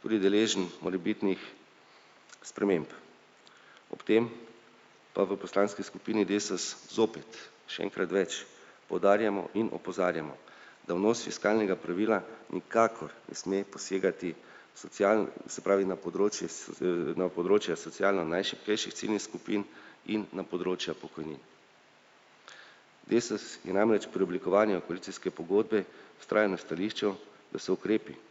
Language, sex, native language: Slovenian, male, Slovenian